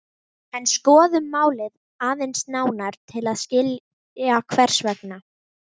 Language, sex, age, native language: Icelandic, female, 18-19, Icelandic